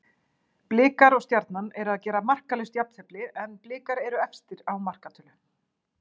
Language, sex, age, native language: Icelandic, female, 40-49, Icelandic